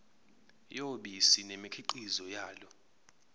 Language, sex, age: Zulu, male, 23